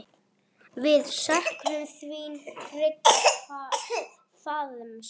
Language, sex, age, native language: Icelandic, female, 7, Icelandic